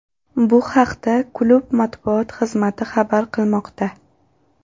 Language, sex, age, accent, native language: Uzbek, female, 12-17, Toshkent shahri, Uzbek